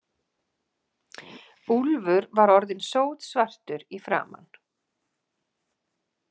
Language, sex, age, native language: Icelandic, female, 40-49, Icelandic